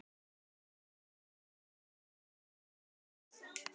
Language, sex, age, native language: Icelandic, female, 12, Icelandic